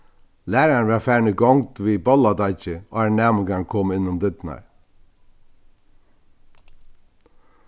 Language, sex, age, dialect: Faroese, male, 61+, Vágar